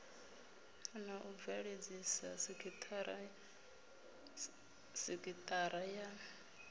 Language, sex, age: Venda, female, 33